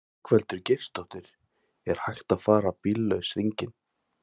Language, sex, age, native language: Icelandic, male, 20-29, Thai